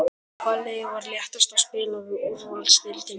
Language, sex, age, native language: Icelandic, male, 13, Icelandic